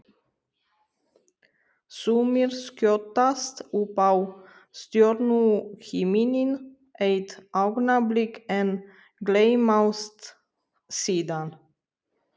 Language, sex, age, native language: Icelandic, female, 30-39, Romanian